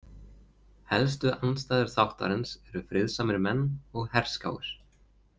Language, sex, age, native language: Icelandic, male, 20-29, Icelandic